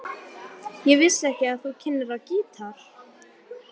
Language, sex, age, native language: Icelandic, female, 12, Icelandic